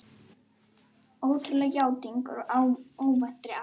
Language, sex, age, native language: Icelandic, female, 10, Icelandic